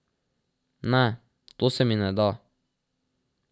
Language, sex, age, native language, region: Slovenian, male, 12-17, Slovenian, Drava region